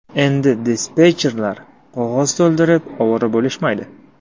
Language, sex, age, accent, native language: Uzbek, male, under 19, Qashqadaryo, Uzbek